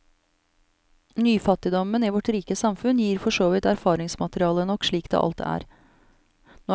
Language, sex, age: Norwegian, female, 34